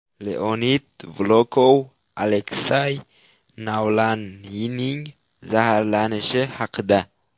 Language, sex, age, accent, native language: Uzbek, male, 12-17, Qashqadaryo, Uzbek